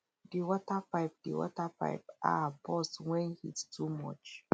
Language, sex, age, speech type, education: Nigerian Pidgin, female, 30-45, spontaneous, tertiary